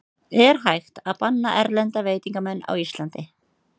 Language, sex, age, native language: Icelandic, female, 30-39, Icelandic